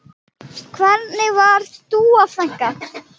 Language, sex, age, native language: Icelandic, female, 10, Icelandic